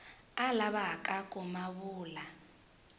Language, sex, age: Tsonga, female, 20